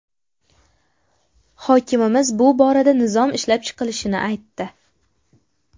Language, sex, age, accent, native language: Uzbek, female, 19-29, Qashqadaryo, Uzbek